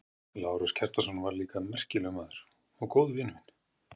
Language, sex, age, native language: Icelandic, male, 50-59, Icelandic